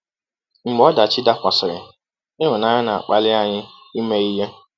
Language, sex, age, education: Igbo, male, 15-29, tertiary